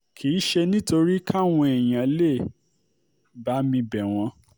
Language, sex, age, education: Yoruba, male, 30-45, tertiary